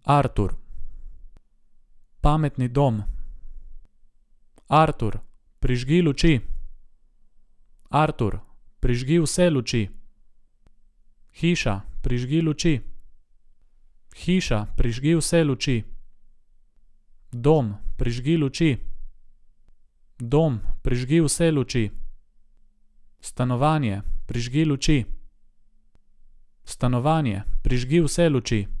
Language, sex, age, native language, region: Slovenian, male, 18-29, Slovenian, Gorica region